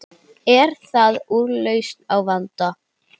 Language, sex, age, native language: Icelandic, female, 10, Icelandic